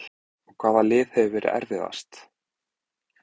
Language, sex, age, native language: Icelandic, male, 20-29, Icelandic